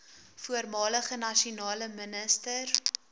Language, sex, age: Afrikaans, female, 20